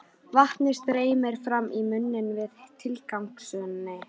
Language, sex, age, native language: Icelandic, female, 13, Icelandic